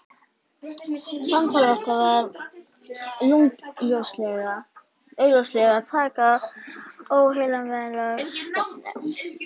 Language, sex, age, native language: Icelandic, female, 11, Icelandic